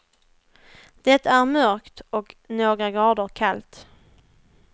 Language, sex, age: Swedish, female, 21